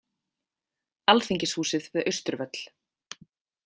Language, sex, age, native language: Icelandic, female, 20-29, Icelandic